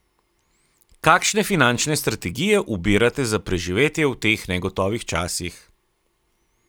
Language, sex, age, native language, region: Slovenian, male, 30-49, Slovenian, Carinthia region